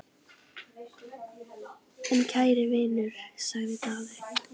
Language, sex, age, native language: Icelandic, female, 10, Icelandic